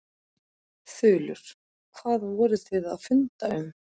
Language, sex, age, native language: Icelandic, female, 40-49, Icelandic